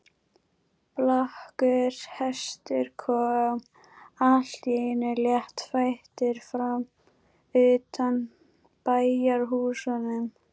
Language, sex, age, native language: Icelandic, female, 12, Icelandic